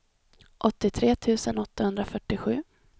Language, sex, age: Swedish, female, 26